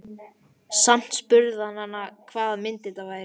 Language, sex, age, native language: Icelandic, male, 11, Icelandic